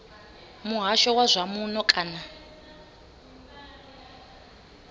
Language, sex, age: Venda, female, 25